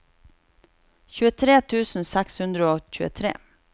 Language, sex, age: Norwegian, female, 36